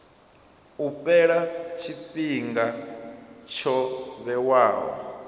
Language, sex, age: Venda, male, 27